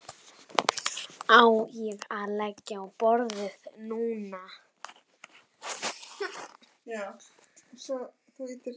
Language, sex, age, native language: Icelandic, male, 11, Icelandic